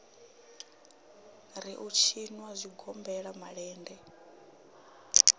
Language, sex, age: Venda, female, 26